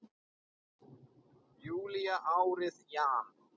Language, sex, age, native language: Icelandic, male, 9, Icelandic